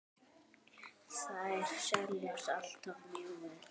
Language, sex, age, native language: Icelandic, male, 8, Icelandic